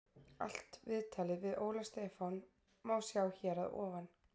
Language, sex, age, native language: Icelandic, female, 20-29, Icelandic